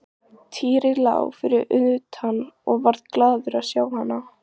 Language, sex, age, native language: Icelandic, female, 14, Icelandic